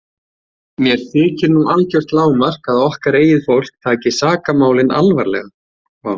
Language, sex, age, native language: Icelandic, male, 20-29, Icelandic